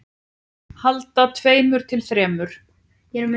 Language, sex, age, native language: Icelandic, male, 9, Icelandic